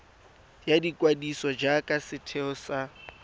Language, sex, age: Tswana, male, 20